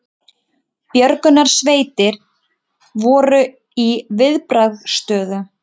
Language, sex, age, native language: Icelandic, female, 20-29, Icelandic